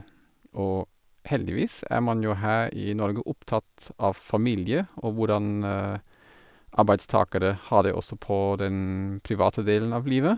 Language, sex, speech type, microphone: Norwegian, male, spontaneous, Sennheiser